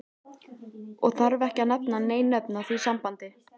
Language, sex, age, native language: Icelandic, female, 14, Icelandic